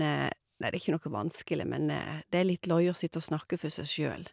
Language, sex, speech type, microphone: Norwegian, female, spontaneous, Shure